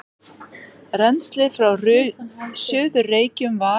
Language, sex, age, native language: Icelandic, female, 40-49, Icelandic